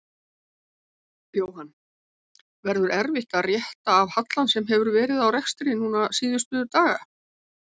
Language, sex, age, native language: Icelandic, female, 70-79, Icelandic